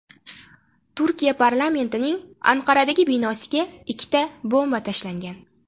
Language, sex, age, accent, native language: Uzbek, female, 18-24, Farg'ona, Uzbek